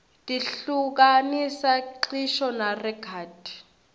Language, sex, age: Swati, female, 21